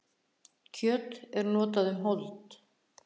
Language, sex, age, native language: Icelandic, female, 60-69, Icelandic